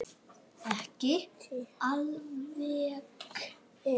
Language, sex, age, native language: Icelandic, male, 6, Icelandic